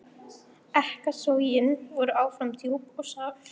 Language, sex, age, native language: Icelandic, female, 13, Icelandic